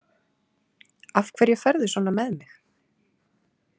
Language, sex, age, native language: Icelandic, female, 30-39, Icelandic